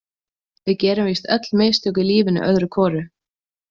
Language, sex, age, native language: Icelandic, female, 20-29, Icelandic